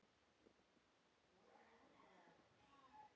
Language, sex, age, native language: Icelandic, female, 10, Icelandic